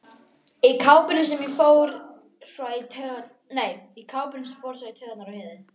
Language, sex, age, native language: Icelandic, female, 11, Icelandic